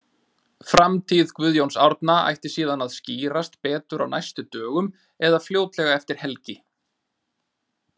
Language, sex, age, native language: Icelandic, male, 30-39, Icelandic